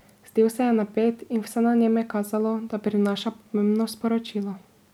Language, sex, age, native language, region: Slovenian, female, 18-29, Slovenian, Drava region